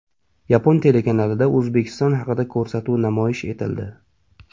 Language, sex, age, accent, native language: Uzbek, male, 25-34, Toshkent shahri, Uzbek